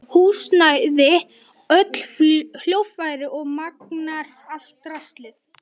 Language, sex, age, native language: Icelandic, male, 11, Icelandic